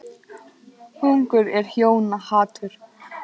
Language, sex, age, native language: Icelandic, female, 18-19, Icelandic